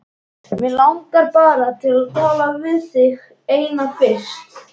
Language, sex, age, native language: Icelandic, male, 11, Icelandic